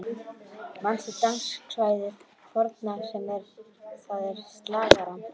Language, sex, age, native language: Icelandic, male, 12, Icelandic